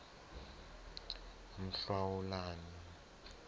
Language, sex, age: South Ndebele, male, 19